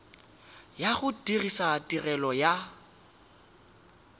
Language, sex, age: Tswana, male, 18